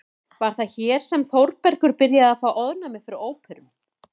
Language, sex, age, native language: Icelandic, female, 30-39, Icelandic